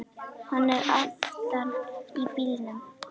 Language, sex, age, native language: Icelandic, female, 10, Icelandic